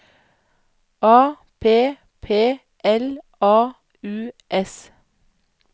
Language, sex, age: Norwegian, female, 31